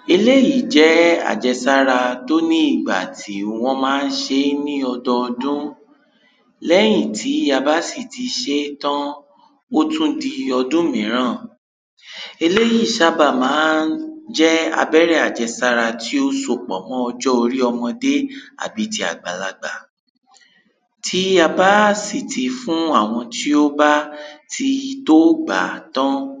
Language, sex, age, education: Yoruba, male, 15-29, tertiary